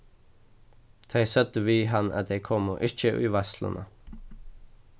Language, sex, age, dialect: Faroese, male, 15-35, Suðurstreymoy